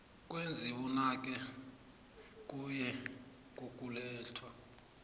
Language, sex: South Ndebele, male